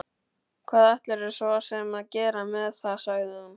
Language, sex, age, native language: Icelandic, male, 12, Icelandic